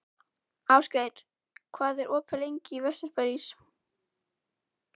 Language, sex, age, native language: Icelandic, female, 11, Icelandic